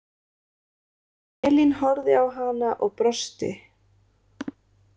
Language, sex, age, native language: Icelandic, female, 30-39, Icelandic